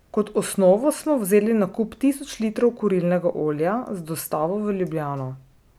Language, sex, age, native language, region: Slovenian, female, 30-49, Slovenian, Drava region